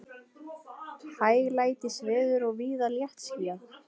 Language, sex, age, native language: Icelandic, female, 20-29, Icelandic